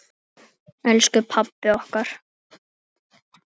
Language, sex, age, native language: Icelandic, female, 8, Icelandic